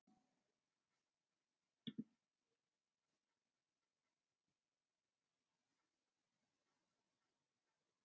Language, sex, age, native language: Icelandic, female, 50-59, Icelandic